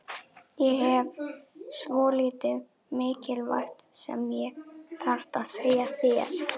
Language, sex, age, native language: Icelandic, female, 11, German